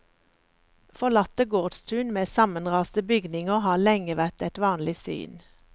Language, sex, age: Norwegian, female, 54